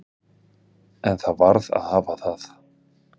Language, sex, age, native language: Icelandic, male, 30-39, Icelandic